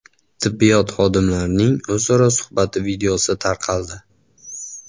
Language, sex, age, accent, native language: Uzbek, male, 18-24, Andijon, Uzbek